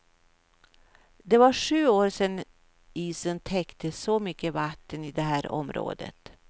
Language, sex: Swedish, female